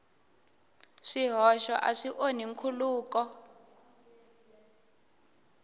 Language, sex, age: Tsonga, female, 18